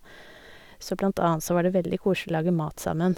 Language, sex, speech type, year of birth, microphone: Norwegian, female, spontaneous, 1972, Sennheiser